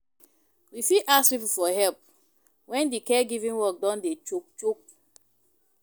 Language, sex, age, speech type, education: Nigerian Pidgin, female, 15-29, spontaneous, tertiary